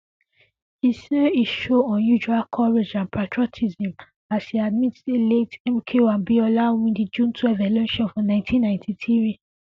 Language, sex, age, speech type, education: Nigerian Pidgin, female, 15-29, spontaneous, secondary